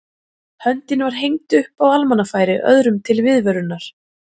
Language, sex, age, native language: Icelandic, female, 40-49, Icelandic